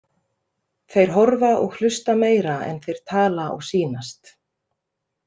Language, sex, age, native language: Icelandic, female, 30-39, Icelandic